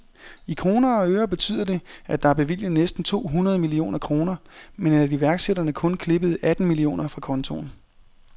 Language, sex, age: Danish, male, 30